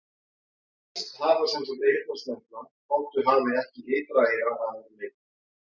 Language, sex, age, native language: Icelandic, male, 40-49, Icelandic